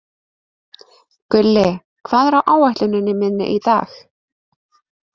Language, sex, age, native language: Icelandic, female, 20-29, Icelandic